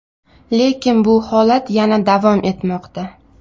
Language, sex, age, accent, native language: Uzbek, female, 25-34, Navoiy, Uzbek